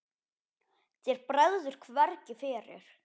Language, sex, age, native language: Icelandic, male, 10, Icelandic